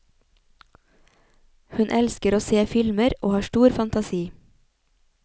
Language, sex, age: Norwegian, female, 28